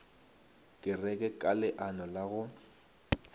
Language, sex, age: Northern Sotho, male, 19